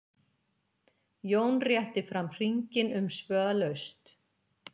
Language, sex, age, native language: Icelandic, female, 50-59, Icelandic